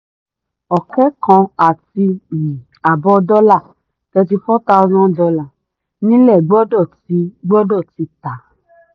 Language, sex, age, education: Yoruba, female, 30-45, tertiary